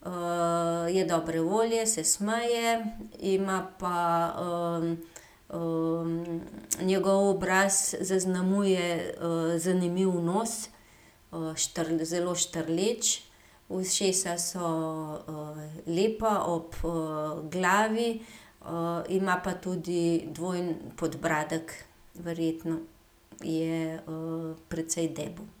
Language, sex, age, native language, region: Slovenian, female, 50-59, Slovenian, Gorenjska region